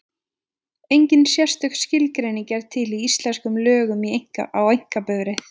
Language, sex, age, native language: Icelandic, female, 20-29, Icelandic